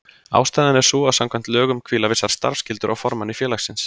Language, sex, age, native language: Icelandic, male, 30-39, Icelandic